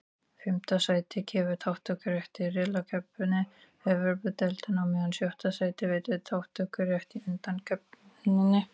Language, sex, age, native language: Icelandic, female, 40-49, Icelandic